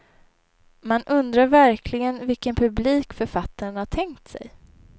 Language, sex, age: Swedish, female, 23